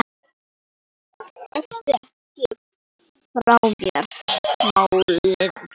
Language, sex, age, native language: Icelandic, female, 9, Icelandic